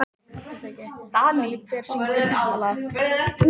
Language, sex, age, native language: Icelandic, female, 18-19, Icelandic